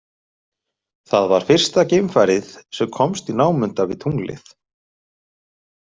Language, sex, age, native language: Icelandic, male, 30-39, Icelandic